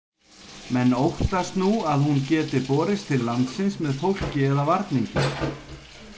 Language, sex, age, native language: Icelandic, male, 50-59, Icelandic